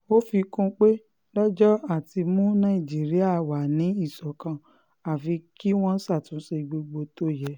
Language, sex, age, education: Yoruba, female, 15-29, tertiary